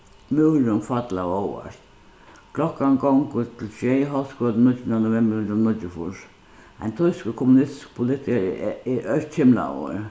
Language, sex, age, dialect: Faroese, female, 61+, Suðuroy